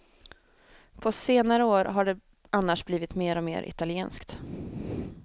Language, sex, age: Swedish, female, 23